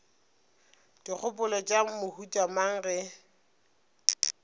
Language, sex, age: Northern Sotho, female, 25